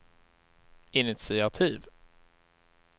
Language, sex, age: Swedish, male, 35